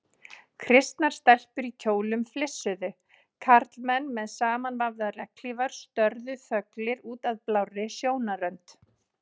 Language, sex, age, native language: Icelandic, female, 30-39, Icelandic